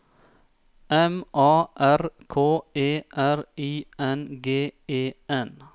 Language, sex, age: Norwegian, male, 34